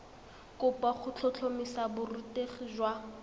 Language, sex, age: Tswana, female, 21